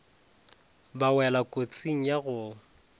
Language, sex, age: Northern Sotho, male, 20